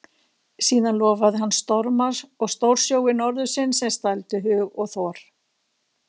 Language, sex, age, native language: Icelandic, female, 60-69, Icelandic